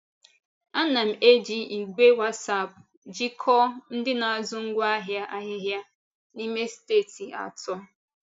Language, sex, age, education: Igbo, female, 15-29, tertiary